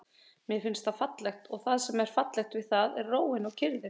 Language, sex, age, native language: Icelandic, female, 30-39, Icelandic